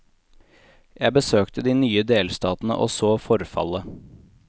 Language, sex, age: Norwegian, male, 18